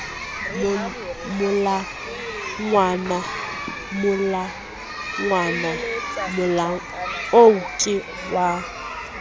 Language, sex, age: Southern Sotho, female, 20